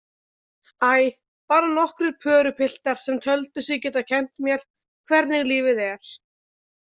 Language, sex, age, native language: Icelandic, female, 20-29, Icelandic